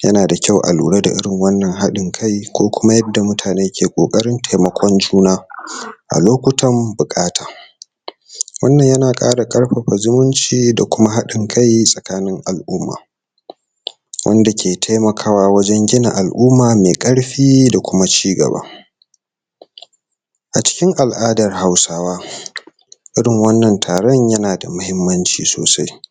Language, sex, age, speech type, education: Hausa, male, 30-45, spontaneous, tertiary